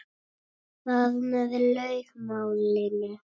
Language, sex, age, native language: Icelandic, female, 9, Icelandic